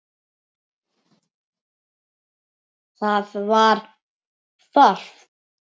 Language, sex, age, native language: Icelandic, male, 7, Icelandic